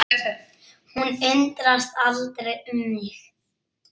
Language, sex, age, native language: Icelandic, male, 6, Icelandic